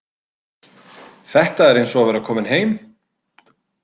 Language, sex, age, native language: Icelandic, male, 30-39, Icelandic